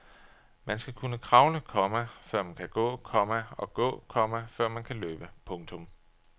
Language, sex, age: Danish, male, 33